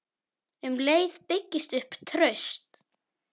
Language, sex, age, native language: Icelandic, female, 10, Icelandic